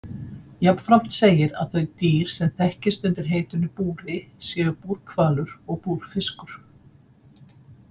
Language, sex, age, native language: Icelandic, female, 50-59, Icelandic